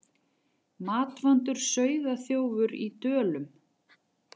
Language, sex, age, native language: Icelandic, female, 40-49, Icelandic